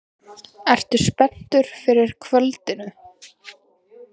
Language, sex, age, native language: Icelandic, female, 20-29, Icelandic